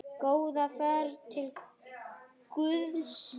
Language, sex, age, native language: Icelandic, male, 8, Icelandic